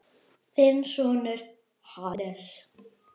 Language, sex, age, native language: Icelandic, female, 10, Icelandic